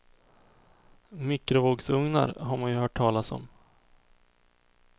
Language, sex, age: Swedish, male, 24